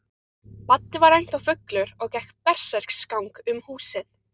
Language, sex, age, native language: Icelandic, other, 13, Icelandic